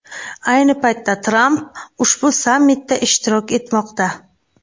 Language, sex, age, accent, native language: Uzbek, female, 25-34, Buxoro, Uzbek